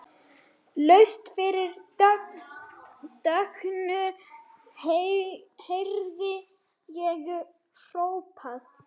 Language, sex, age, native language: Icelandic, female, 30-39, Swedish